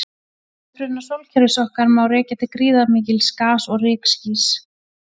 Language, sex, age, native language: Icelandic, female, 40-49, Icelandic